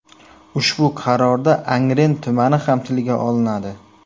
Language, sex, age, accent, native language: Uzbek, male, 18-24, Samarqand, Uzbek